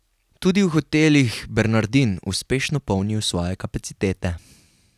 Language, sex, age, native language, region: Slovenian, male, 18-29, Slovenian, Carinthia region